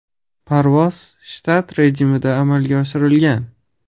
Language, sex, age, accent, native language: Uzbek, male, 25-34, Farg'ona, Uzbek